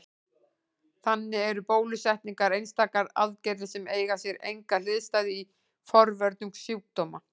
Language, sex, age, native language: Icelandic, female, 18-19, Icelandic